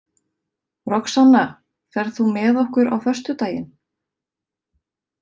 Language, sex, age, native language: Icelandic, female, 30-39, Icelandic